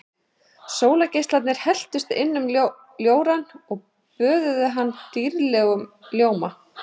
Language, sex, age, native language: Icelandic, male, 11, Icelandic